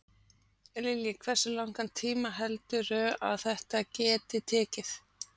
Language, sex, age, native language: Icelandic, female, 40-49, Icelandic